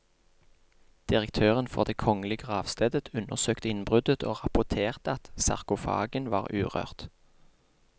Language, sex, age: Norwegian, male, 28